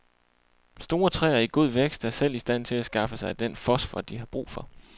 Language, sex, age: Danish, male, 28